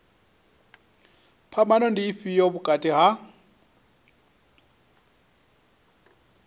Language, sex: Venda, male